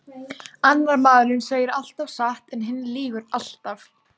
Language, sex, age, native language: Icelandic, female, 18-19, Icelandic